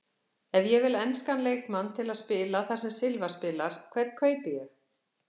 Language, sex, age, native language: Icelandic, female, 60-69, Icelandic